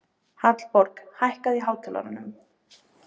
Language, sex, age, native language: Icelandic, female, 18-19, Icelandic